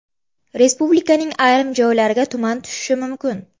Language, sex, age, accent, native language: Uzbek, female, 18-24, Namangan, Uzbek